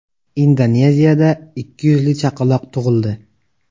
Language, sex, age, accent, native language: Uzbek, male, 18-24, Xorazm, Uzbek